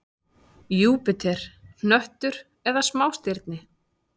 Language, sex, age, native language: Icelandic, female, 30-39, Icelandic